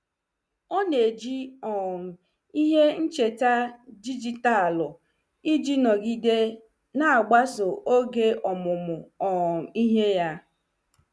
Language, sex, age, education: Igbo, female, 30-45, tertiary